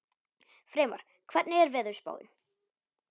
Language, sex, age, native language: Icelandic, male, 18-19, Polish